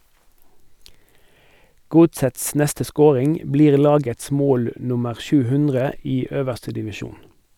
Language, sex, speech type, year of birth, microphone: Norwegian, male, read, 1958, Sennheiser